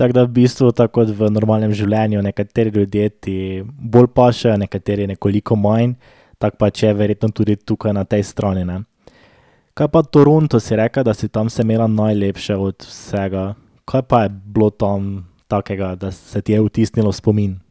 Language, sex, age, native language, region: Slovenian, male, 18-29, Slovenian, Drava region